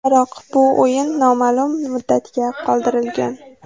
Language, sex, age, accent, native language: Uzbek, female, 18-24, Samarqand, Uzbek